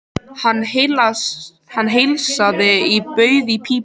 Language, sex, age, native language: Icelandic, other, 13, Icelandic